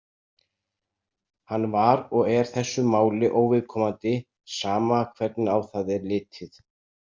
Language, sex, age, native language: Icelandic, male, 60-69, Icelandic